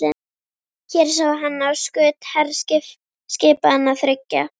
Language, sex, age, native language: Icelandic, female, 11, Icelandic